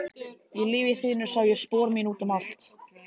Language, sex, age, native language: Icelandic, male, 13, Icelandic